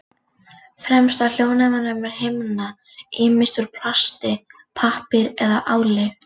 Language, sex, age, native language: Icelandic, female, 40-49, Icelandic